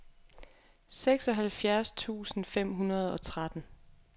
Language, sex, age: Danish, female, 23